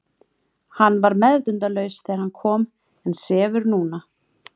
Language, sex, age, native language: Icelandic, female, 30-39, Icelandic